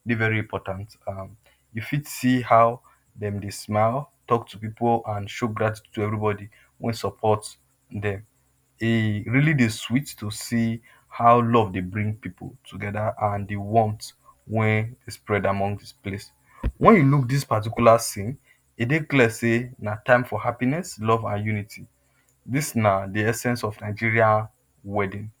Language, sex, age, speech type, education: Nigerian Pidgin, male, 30-45, spontaneous, tertiary